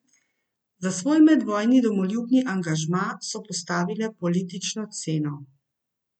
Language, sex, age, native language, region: Slovenian, female, 50-59, Slovenian, Central Slovenia